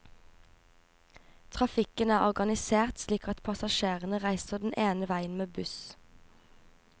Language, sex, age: Norwegian, female, 24